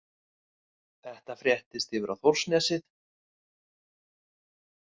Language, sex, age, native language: Icelandic, male, 30-39, Icelandic